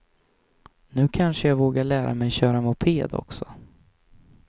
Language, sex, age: Swedish, male, 23